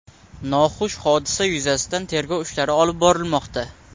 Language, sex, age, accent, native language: Uzbek, male, 18-24, Samarqand, Uzbek